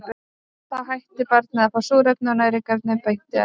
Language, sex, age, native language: Icelandic, female, 30-39, Icelandic